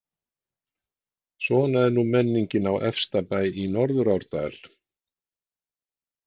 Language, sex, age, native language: Icelandic, male, 60-69, Icelandic